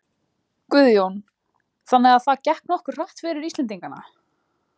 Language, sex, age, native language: Icelandic, other, 20-29, Icelandic